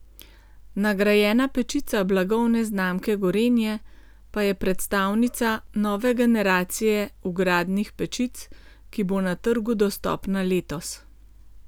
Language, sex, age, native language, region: Slovenian, female, 50-59, Slovenian, Gorenjska region